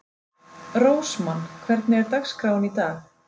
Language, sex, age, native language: Icelandic, female, 30-39, Icelandic